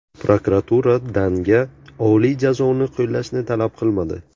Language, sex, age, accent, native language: Uzbek, male, 18-24, Buxoro, Uzbek